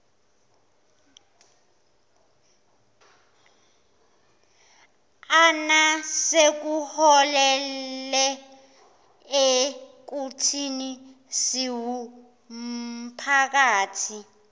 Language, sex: Zulu, female